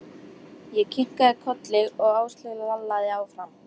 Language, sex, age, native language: Icelandic, female, 13, Icelandic